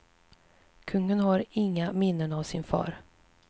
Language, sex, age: Swedish, female, 37